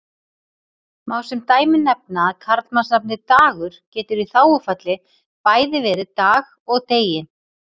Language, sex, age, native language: Icelandic, female, 30-39, Icelandic